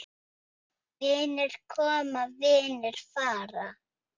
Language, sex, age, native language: Icelandic, female, 5, Icelandic